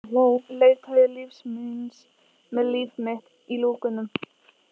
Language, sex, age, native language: Icelandic, female, 13, Icelandic